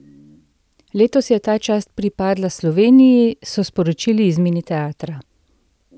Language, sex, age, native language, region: Slovenian, female, 30-49, Slovenian, Central Slovenia